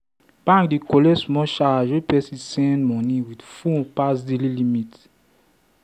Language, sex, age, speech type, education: Nigerian Pidgin, male, 15-29, spontaneous, tertiary